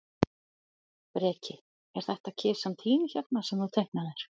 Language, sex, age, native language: Icelandic, other, 40-49, Icelandic